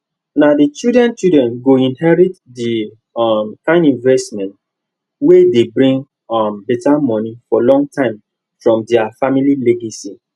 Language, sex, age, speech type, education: Nigerian Pidgin, male, 15-29, spontaneous, tertiary